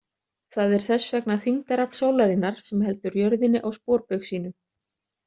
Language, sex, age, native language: Icelandic, other, 30-39, Icelandic